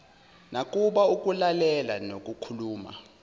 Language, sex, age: Zulu, male, 19